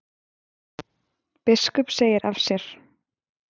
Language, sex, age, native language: Icelandic, female, 20-29, Icelandic